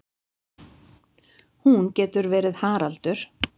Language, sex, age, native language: Icelandic, female, 50-59, Icelandic